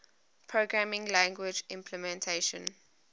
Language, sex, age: English, female, 21